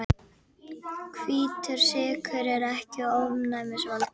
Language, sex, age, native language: Icelandic, female, 50-59, Icelandic